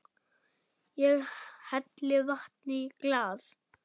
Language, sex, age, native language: Icelandic, male, 8, German